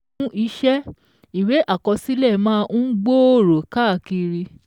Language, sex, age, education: Yoruba, female, 15-29, secondary